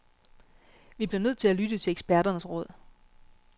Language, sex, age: Danish, female, 36